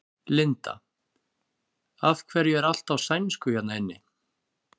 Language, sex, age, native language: Icelandic, male, 30-39, Icelandic